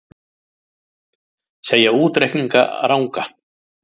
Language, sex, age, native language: Icelandic, male, 60-69, Icelandic